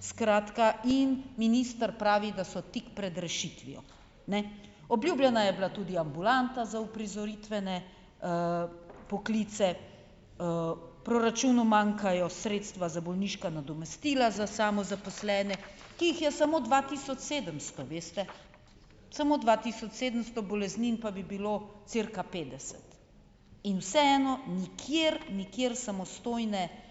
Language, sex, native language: Slovenian, female, Slovenian